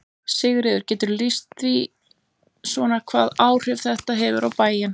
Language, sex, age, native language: Icelandic, male, 20-29, Icelandic